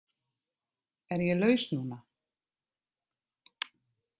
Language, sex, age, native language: Icelandic, female, 50-59, Icelandic